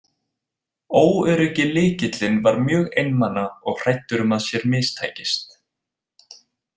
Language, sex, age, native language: Icelandic, male, 20-29, Icelandic